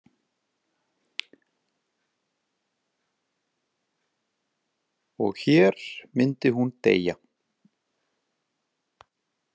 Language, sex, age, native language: Icelandic, male, 40-49, Icelandic